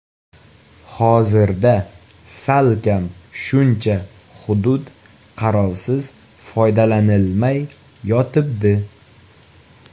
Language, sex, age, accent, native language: Uzbek, male, 18-24, Toshkent viloyati, Uzbek